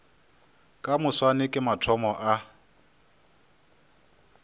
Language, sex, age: Northern Sotho, male, 26